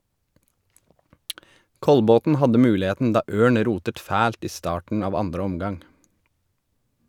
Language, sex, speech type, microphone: Norwegian, male, read, Shure